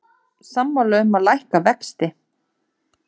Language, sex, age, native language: Icelandic, female, 30-39, Icelandic